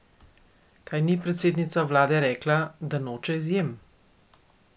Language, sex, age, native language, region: Slovenian, female, 50-59, Slovenian, Coastal Karst region